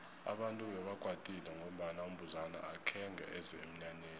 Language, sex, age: South Ndebele, male, 20